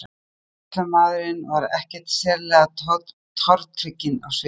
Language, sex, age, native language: Icelandic, female, 50-59, Icelandic